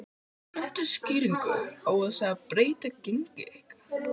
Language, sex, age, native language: Icelandic, other, 12, Icelandic